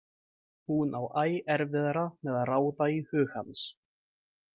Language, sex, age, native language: Icelandic, male, 20-29, Icelandic